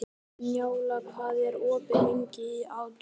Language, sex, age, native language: Icelandic, male, 12, Icelandic